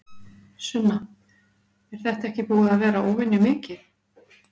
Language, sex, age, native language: Icelandic, female, 40-49, Icelandic